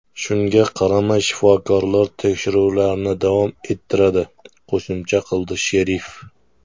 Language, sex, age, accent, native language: Uzbek, male, 19-29, Namangan, Uzbek